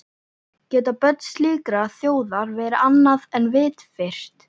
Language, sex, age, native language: Icelandic, female, 11, Icelandic